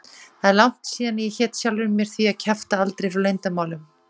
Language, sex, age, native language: Icelandic, female, 40-49, Icelandic